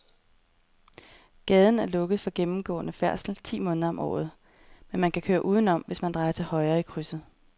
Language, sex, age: Danish, female, 30